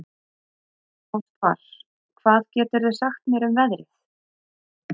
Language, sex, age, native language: Icelandic, female, 30-39, Icelandic